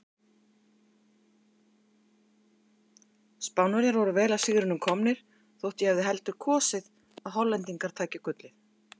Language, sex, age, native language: Icelandic, female, 50-59, Icelandic